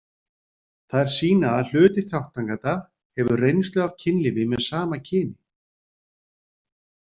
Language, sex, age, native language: Icelandic, male, 40-49, Icelandic